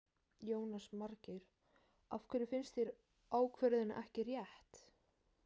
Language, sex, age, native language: Icelandic, female, 18-19, Icelandic